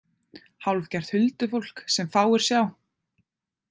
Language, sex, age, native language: Icelandic, female, 20-29, Icelandic